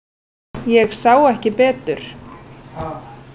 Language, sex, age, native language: Icelandic, female, 30-39, Icelandic